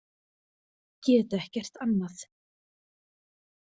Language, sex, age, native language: Icelandic, female, 20-29, Icelandic